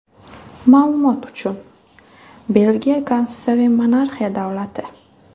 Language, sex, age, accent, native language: Uzbek, female, 18-24, Buxoro, Uzbek